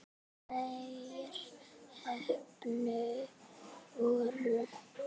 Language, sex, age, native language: Icelandic, female, 6, Icelandic